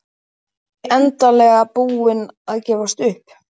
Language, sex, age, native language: Icelandic, female, 12, Icelandic